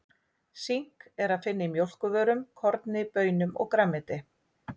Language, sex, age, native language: Icelandic, female, 40-49, Icelandic